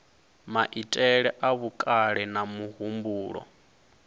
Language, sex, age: Venda, male, 22